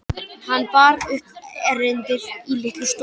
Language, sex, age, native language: Icelandic, male, 11, Icelandic